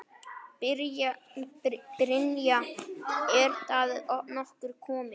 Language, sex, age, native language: Icelandic, male, 9, Icelandic